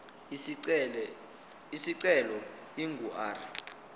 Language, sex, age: Zulu, male, 25